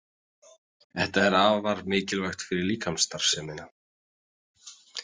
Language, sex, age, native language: Icelandic, male, 40-49, Icelandic